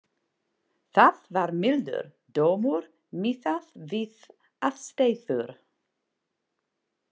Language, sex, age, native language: Icelandic, female, 40-49, English